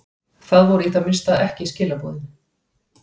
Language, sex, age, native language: Icelandic, female, 40-49, Icelandic